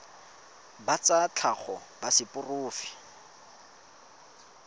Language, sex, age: Tswana, male, 25